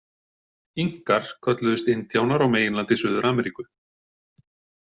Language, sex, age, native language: Icelandic, male, 40-49, Icelandic